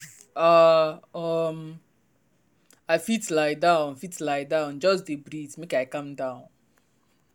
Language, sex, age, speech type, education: Nigerian Pidgin, male, 15-29, spontaneous, tertiary